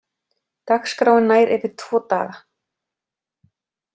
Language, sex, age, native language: Icelandic, female, 40-49, Icelandic